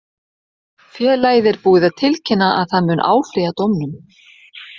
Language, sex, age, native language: Icelandic, female, 60-69, Icelandic